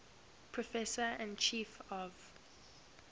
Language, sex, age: English, female, 21